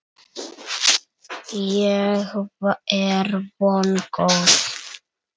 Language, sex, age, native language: Icelandic, male, 9, Icelandic